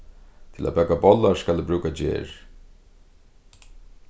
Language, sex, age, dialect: Faroese, male, 36-60, Suðurstreymoy